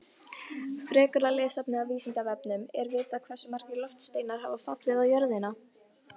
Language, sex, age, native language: Icelandic, female, 18-19, Icelandic